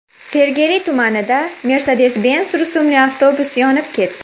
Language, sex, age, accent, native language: Uzbek, female, 19-29, Farg'ona, Uzbek